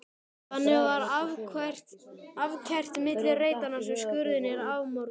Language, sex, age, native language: Icelandic, male, 12, Icelandic